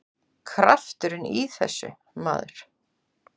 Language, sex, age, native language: Icelandic, female, 40-49, Icelandic